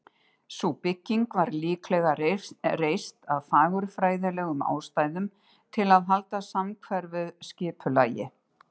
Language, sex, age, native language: Icelandic, female, 60-69, Icelandic